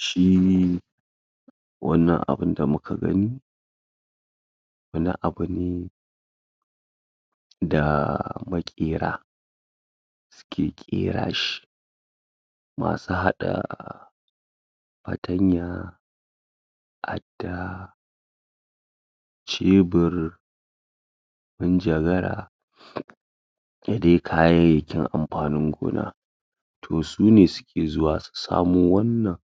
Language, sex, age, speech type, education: Hausa, female, 60+, spontaneous, secondary